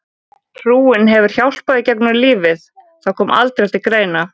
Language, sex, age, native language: Icelandic, female, 20-29, Icelandic